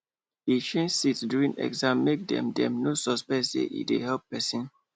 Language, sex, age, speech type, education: Nigerian Pidgin, male, 15-29, spontaneous, tertiary